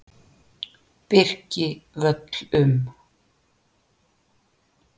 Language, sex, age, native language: Icelandic, female, 60-69, Icelandic